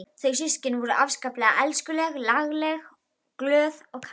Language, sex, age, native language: Icelandic, female, 12, Icelandic